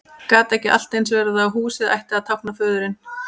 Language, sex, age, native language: Icelandic, female, 30-39, Icelandic